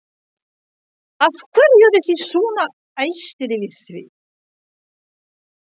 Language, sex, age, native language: Icelandic, female, 60-69, French